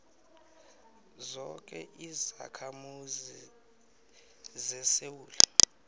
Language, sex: South Ndebele, male